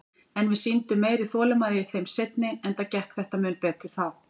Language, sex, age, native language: Icelandic, female, 40-49, Icelandic